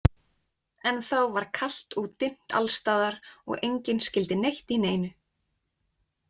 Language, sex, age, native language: Icelandic, female, 20-29, Icelandic